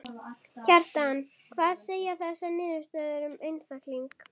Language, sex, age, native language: Icelandic, female, 11, Icelandic